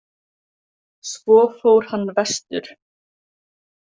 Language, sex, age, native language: Icelandic, female, 18-19, Icelandic